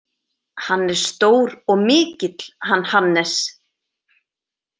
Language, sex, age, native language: Icelandic, female, 30-39, Icelandic